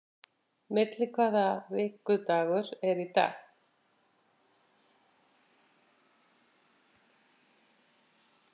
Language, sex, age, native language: Icelandic, female, 50-59, Icelandic